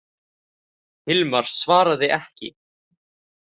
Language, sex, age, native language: Icelandic, male, 18-19, Icelandic